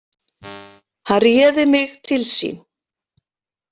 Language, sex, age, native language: Icelandic, female, 40-49, Icelandic